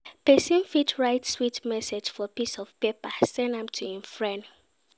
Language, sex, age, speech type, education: Nigerian Pidgin, female, 15-29, read, secondary